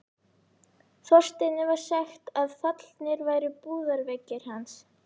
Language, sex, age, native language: Icelandic, female, 11, Icelandic